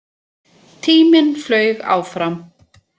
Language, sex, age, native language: Icelandic, female, 40-49, Icelandic